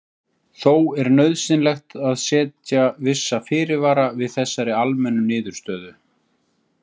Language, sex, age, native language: Icelandic, male, 40-49, Icelandic